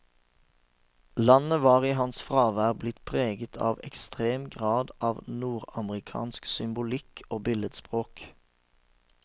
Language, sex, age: Norwegian, male, 36